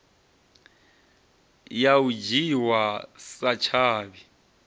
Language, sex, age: Venda, male, 30